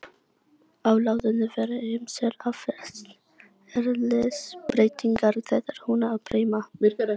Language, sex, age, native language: Icelandic, other, 18-19, Icelandic